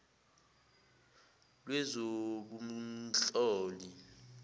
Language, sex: Zulu, male